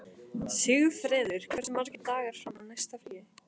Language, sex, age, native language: Icelandic, female, 15, Icelandic